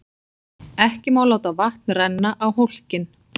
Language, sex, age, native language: Icelandic, female, 40-49, Icelandic